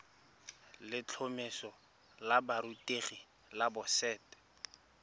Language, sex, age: Tswana, male, 24